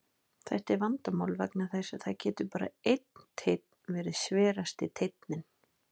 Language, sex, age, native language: Icelandic, female, 20-29, Icelandic